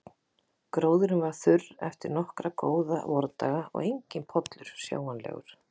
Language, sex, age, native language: Icelandic, female, 40-49, Icelandic